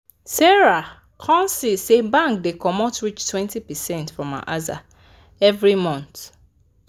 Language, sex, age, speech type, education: Nigerian Pidgin, male, 15-29, spontaneous, tertiary